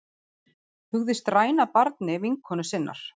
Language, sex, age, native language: Icelandic, female, 40-49, Icelandic